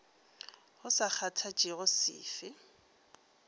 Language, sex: Northern Sotho, female